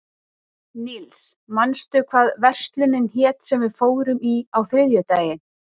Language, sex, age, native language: Icelandic, female, 30-39, Icelandic